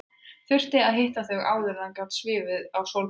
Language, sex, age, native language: Icelandic, female, 30-39, Icelandic